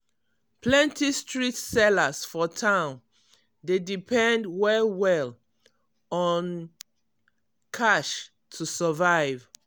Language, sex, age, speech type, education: Nigerian Pidgin, female, 46-60, spontaneous, tertiary